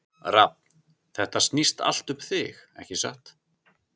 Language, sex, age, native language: Icelandic, male, 30-39, Icelandic